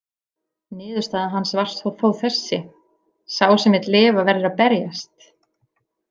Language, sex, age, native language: Icelandic, female, 40-49, Icelandic